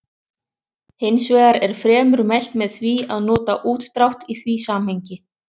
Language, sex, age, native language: Icelandic, other, 30-39, Icelandic